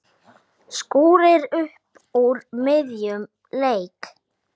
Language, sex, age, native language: Icelandic, male, 8, Icelandic